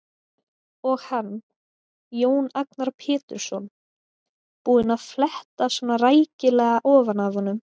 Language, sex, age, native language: Icelandic, female, 20-29, Icelandic